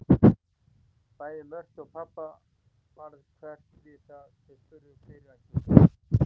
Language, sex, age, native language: Icelandic, male, 40-49, Icelandic